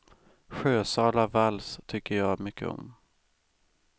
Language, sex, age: Swedish, male, 18